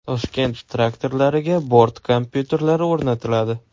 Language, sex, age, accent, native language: Uzbek, male, 18-24, Samarqand, Uzbek